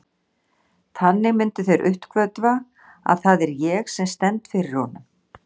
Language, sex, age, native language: Icelandic, female, 60-69, Icelandic